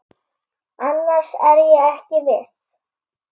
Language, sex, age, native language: Icelandic, female, 8, Icelandic